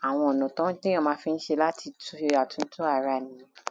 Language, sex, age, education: Yoruba, female, 30-45, tertiary